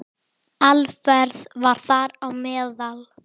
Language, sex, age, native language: Icelandic, female, 10, Icelandic